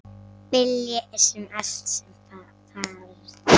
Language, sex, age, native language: Icelandic, male, 8, Icelandic